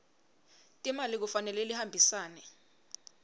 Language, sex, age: Swati, female, 22